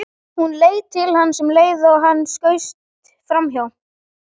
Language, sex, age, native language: Icelandic, male, 12, Icelandic